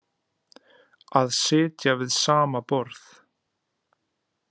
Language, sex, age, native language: Icelandic, male, 30-39, Icelandic